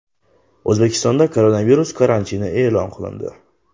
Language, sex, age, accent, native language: Uzbek, male, 18-24, Toshkent shahri, Uzbek